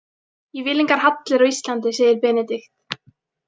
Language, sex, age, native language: Icelandic, female, 18-19, Icelandic